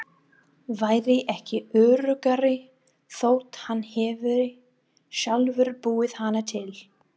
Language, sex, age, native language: Icelandic, female, 30-39, English